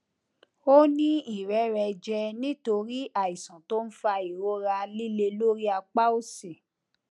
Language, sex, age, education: Yoruba, female, 30-45, tertiary